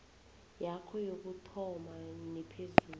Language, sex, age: South Ndebele, female, 20